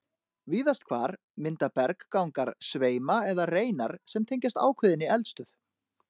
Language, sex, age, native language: Icelandic, male, 30-39, Icelandic